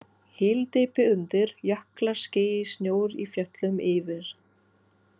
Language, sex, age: Icelandic, female, 40-49